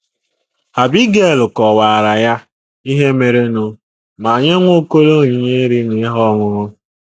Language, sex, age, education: Igbo, male, 15-29, secondary